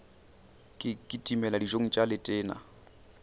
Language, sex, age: Northern Sotho, male, 29